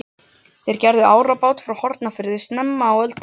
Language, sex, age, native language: Icelandic, other, 12, Icelandic